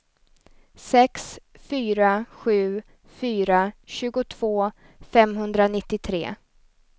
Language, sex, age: Swedish, female, 29